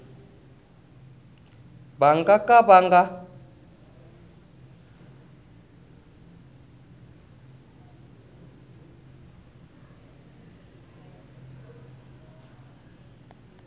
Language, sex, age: Tsonga, male, 20